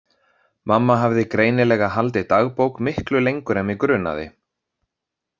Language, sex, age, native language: Icelandic, male, 30-39, Icelandic